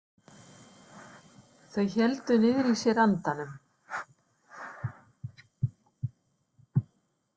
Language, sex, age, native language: Icelandic, female, 60-69, Icelandic